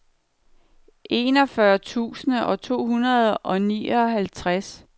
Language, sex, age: Danish, female, 49